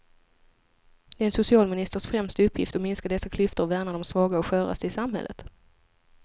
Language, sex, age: Swedish, female, 25